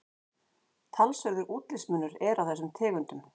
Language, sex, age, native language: Icelandic, female, 40-49, Icelandic